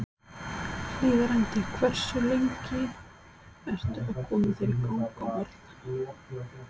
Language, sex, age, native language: Icelandic, female, 30-39, Icelandic